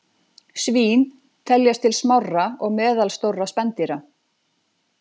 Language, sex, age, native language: Icelandic, female, 40-49, Icelandic